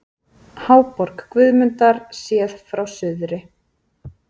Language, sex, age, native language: Icelandic, female, 30-39, Icelandic